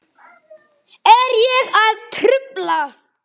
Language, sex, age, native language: Icelandic, male, 10, Icelandic